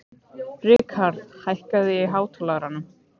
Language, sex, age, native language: Icelandic, male, 15, Icelandic